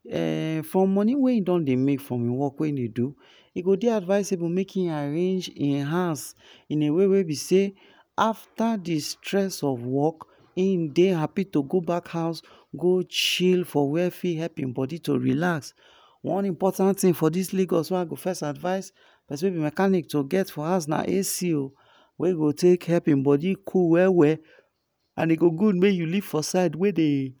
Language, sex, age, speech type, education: Nigerian Pidgin, male, 15-29, spontaneous, tertiary